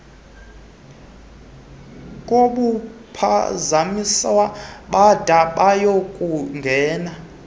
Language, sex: Xhosa, male